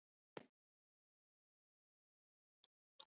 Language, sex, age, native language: Icelandic, female, 70-79, Icelandic